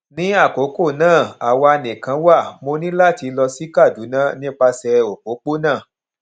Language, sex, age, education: Yoruba, male, 30-45, tertiary